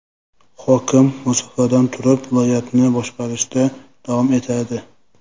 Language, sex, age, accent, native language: Uzbek, male, 25-34, Jizzax, Uzbek